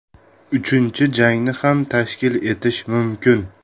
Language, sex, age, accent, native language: Uzbek, male, 25-34, Farg'ona, Uzbek